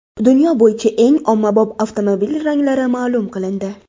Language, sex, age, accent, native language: Uzbek, female, under 19, Toshkent viloyati, Uzbek